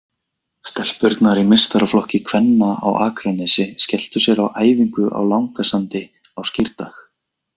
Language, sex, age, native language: Icelandic, male, 20-29, Icelandic